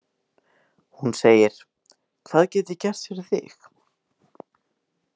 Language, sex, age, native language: Icelandic, male, 18-19, Icelandic